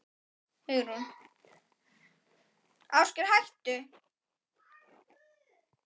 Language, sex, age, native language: Icelandic, male, 9, Icelandic